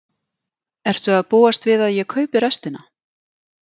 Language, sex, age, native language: Icelandic, female, 40-49, Icelandic